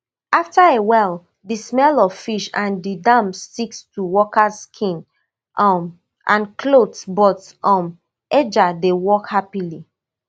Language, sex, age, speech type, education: Nigerian Pidgin, female, 30-45, spontaneous, tertiary